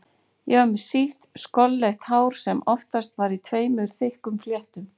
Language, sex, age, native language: Icelandic, female, 40-49, Icelandic